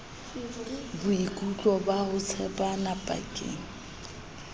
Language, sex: Southern Sotho, female